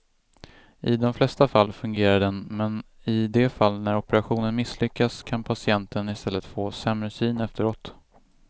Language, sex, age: Swedish, male, 25